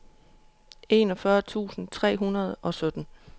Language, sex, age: Danish, female, 31